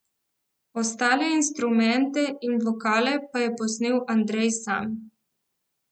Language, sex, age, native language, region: Slovenian, female, 18-29, Slovenian, Central Slovenia